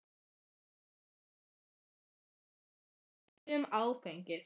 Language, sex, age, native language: Icelandic, female, 11, Icelandic